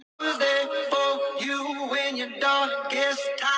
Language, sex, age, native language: Icelandic, other, 18-19, Icelandic